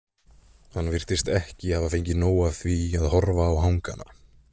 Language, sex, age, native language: Icelandic, male, 20-29, Icelandic